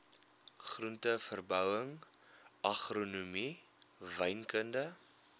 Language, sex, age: Afrikaans, male, 21